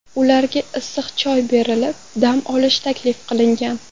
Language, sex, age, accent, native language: Uzbek, female, 12-17, Toshkent shahri, Uzbek